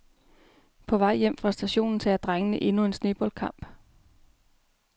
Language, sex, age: Danish, female, 33